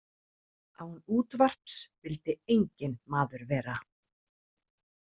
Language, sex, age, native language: Icelandic, female, 30-39, Icelandic